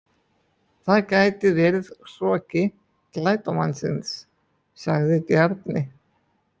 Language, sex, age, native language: Icelandic, male, 20-29, Icelandic